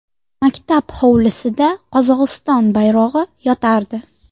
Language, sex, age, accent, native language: Uzbek, female, 19-29, Sirdaryo, Uzbek